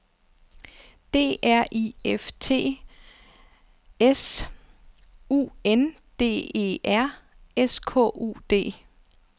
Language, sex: Danish, female